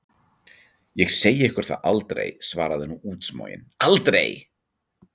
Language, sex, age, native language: Icelandic, male, 40-49, Icelandic